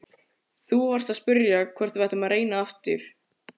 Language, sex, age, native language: Icelandic, male, 14, Icelandic